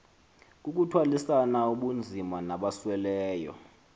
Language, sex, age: Xhosa, male, 23